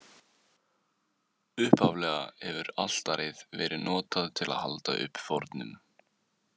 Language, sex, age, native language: Icelandic, male, 18-19, Icelandic